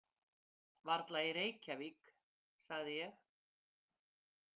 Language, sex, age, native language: Icelandic, female, 50-59, Icelandic